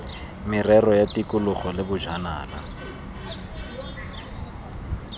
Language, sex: Tswana, male